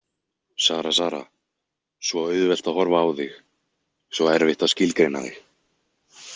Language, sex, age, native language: Icelandic, male, 20-29, Icelandic